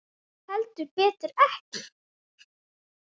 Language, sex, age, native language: Icelandic, male, 8, Icelandic